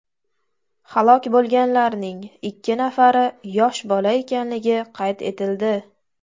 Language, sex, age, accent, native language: Uzbek, female, 18-24, Toshkent viloyati, Uzbek